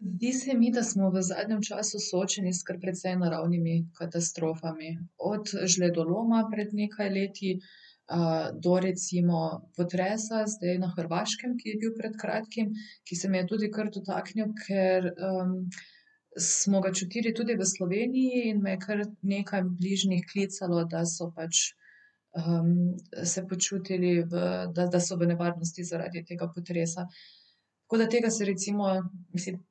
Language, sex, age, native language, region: Slovenian, female, 30-49, Slovenian, Central Slovenia